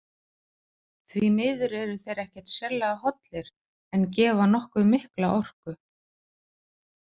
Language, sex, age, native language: Icelandic, female, 40-49, Icelandic